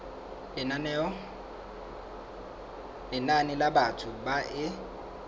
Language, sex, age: Southern Sotho, male, 23